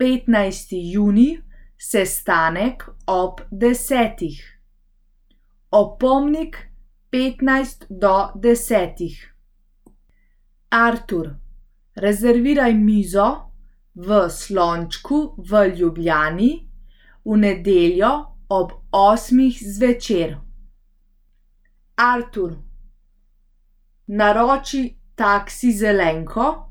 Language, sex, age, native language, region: Slovenian, female, 18-29, Slovenian, Central Slovenia